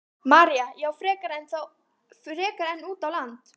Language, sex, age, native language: Icelandic, female, 12, Icelandic